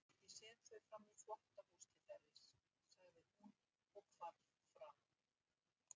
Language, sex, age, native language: Icelandic, female, 60-69, Icelandic